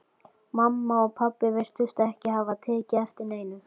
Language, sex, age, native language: Icelandic, female, 12, Icelandic